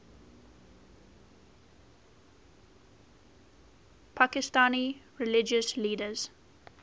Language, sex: English, female